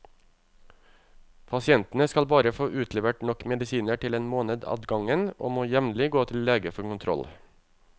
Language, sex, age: Norwegian, male, 35